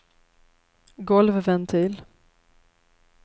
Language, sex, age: Swedish, female, 33